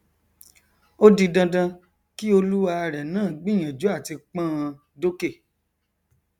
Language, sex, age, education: Yoruba, male, 30-45, tertiary